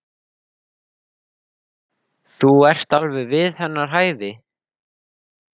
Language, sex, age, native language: Icelandic, male, 13, Icelandic